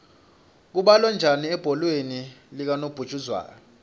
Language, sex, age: Swati, male, 25